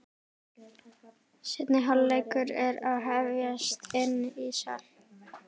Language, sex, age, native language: Icelandic, female, 12, Icelandic